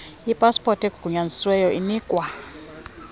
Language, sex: Xhosa, female